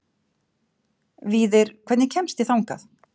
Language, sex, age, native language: Icelandic, female, 50-59, Icelandic